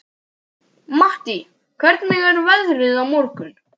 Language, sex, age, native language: Icelandic, male, 12, Icelandic